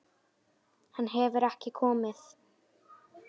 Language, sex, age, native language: Icelandic, female, 10, Icelandic